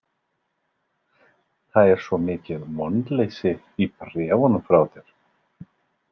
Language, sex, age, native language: Icelandic, male, 40-49, Icelandic